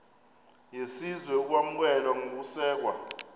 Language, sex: Xhosa, male